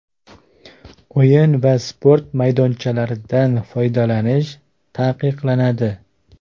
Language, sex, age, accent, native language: Uzbek, male, 25-34, Farg'ona, Uzbek